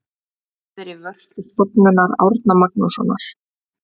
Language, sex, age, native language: Icelandic, female, 20-29, Icelandic